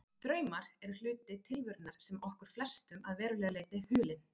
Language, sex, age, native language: Icelandic, female, 40-49, Icelandic